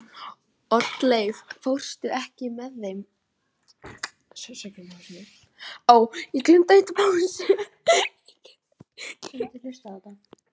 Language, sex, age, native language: Icelandic, female, 14, Icelandic